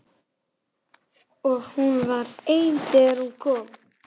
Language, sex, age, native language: Icelandic, male, 11, Icelandic